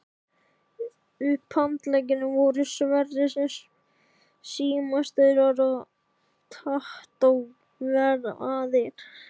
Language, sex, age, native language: Icelandic, male, 13, Icelandic